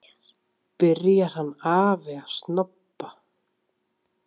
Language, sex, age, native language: Icelandic, male, 7, Icelandic